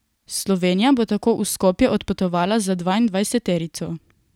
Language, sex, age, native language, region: Slovenian, female, 18-29, Slovenian, Coastal Karst region